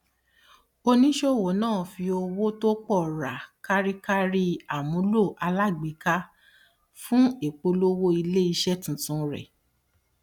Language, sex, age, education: Yoruba, female, 30-45, tertiary